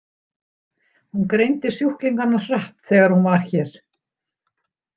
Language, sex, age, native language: Icelandic, female, 60-69, Icelandic